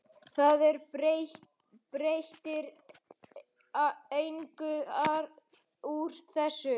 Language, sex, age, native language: Icelandic, male, 11, Icelandic